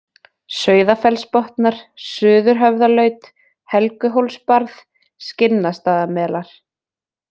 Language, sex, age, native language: Icelandic, female, 20-29, Icelandic